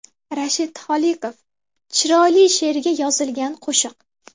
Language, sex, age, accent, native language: Uzbek, female, 18-24, Andijon, Uzbek